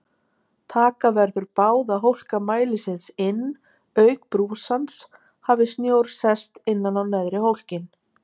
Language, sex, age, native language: Icelandic, female, 50-59, Icelandic